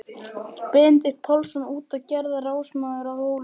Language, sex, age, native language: Icelandic, male, 11, Icelandic